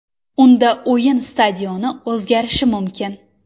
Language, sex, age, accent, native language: Uzbek, female, 19-29, Surxondaryo, Uzbek